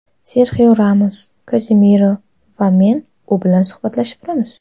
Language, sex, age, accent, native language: Uzbek, female, 19-29, Qashqadaryo, Uzbek